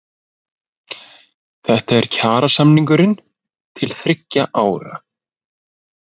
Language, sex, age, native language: Icelandic, male, 20-29, Icelandic